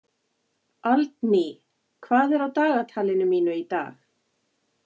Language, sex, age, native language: Icelandic, female, 40-49, Icelandic